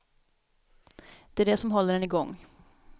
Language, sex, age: Swedish, female, 27